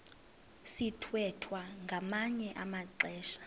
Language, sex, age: Xhosa, female, 22